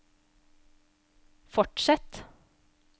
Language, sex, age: Norwegian, female, 35